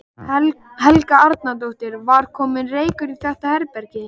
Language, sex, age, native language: Icelandic, male, 12, Icelandic